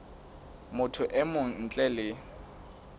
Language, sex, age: Southern Sotho, male, 19